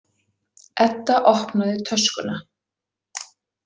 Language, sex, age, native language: Icelandic, female, 40-49, Icelandic